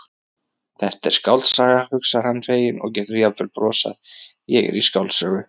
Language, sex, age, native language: Icelandic, male, 30-39, Icelandic